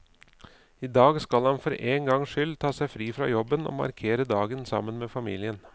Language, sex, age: Norwegian, male, 39